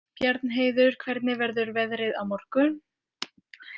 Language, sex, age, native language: Icelandic, female, 18-19, French